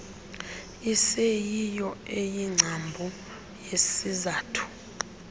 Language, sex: Xhosa, female